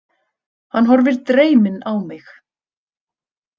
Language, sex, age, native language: Icelandic, female, 30-39, Icelandic